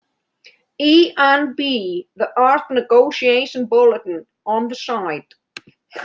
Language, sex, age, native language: Icelandic, female, 30-39, Icelandic